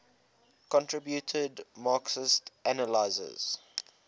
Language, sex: English, male